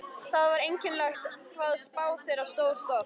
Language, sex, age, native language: Icelandic, female, 13, Icelandic